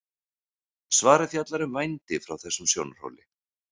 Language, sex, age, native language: Icelandic, male, 40-49, Icelandic